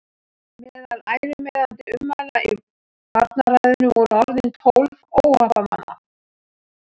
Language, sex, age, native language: Icelandic, female, 60-69, Icelandic